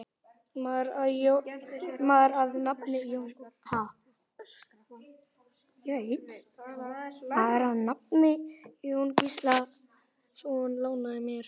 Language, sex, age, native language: Icelandic, male, 11, Icelandic